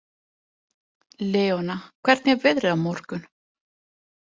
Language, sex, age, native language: Icelandic, female, 20-29, Italian